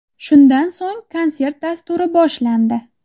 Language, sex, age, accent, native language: Uzbek, female, 19-29, Jizzax, Uzbek